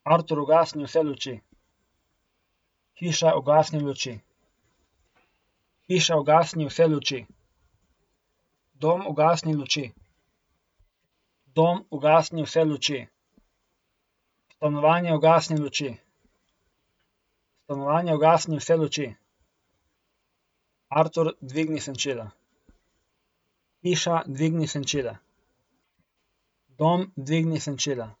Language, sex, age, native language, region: Slovenian, male, 18-29, Slovenian, Coastal Karst region